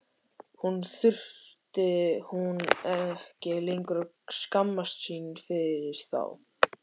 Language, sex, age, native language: Icelandic, male, 13, Icelandic